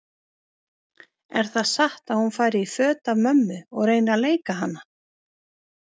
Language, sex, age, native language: Icelandic, female, 50-59, Icelandic